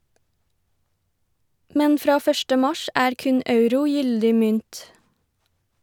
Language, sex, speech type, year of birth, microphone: Norwegian, female, read, 1990, Shure